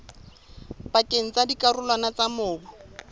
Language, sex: Southern Sotho, female